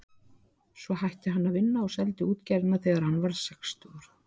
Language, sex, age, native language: Icelandic, female, 60-69, Icelandic